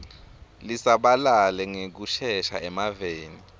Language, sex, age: Swati, male, 23